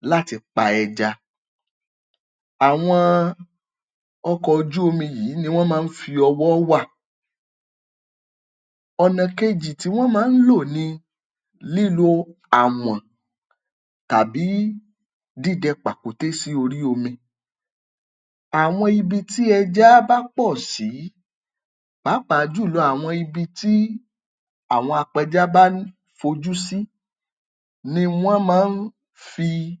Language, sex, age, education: Yoruba, male, 30-45, tertiary